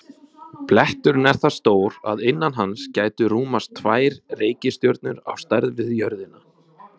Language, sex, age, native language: Icelandic, male, 20-29, Icelandic